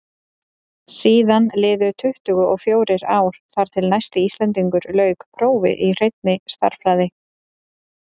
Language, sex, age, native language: Icelandic, female, 30-39, Icelandic